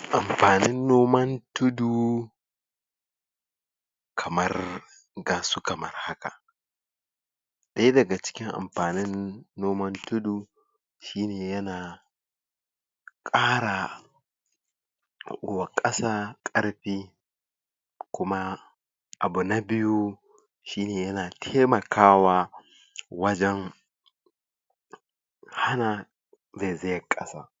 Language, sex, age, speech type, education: Hausa, male, 46-60, spontaneous, tertiary